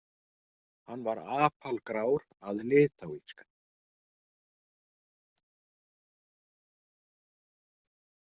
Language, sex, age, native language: Icelandic, male, 40-49, Icelandic